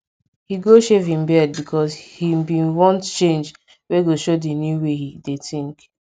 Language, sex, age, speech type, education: Nigerian Pidgin, female, 15-29, spontaneous, secondary